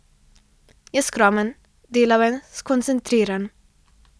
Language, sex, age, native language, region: Slovenian, female, 12-17, Slovenian, Central Slovenia